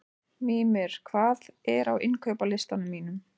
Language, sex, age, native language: Icelandic, female, 30-39, Icelandic